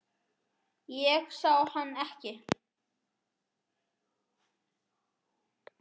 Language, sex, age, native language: Icelandic, male, 10, Icelandic